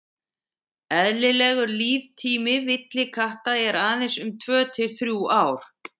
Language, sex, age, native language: Icelandic, female, 60-69, Icelandic